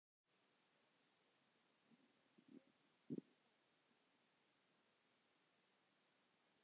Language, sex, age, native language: Icelandic, male, 10, Icelandic